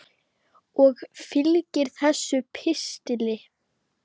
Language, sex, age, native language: Icelandic, female, 10, Icelandic